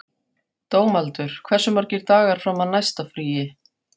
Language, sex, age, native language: Icelandic, female, 40-49, Faroese